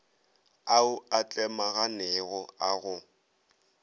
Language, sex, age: Northern Sotho, male, 22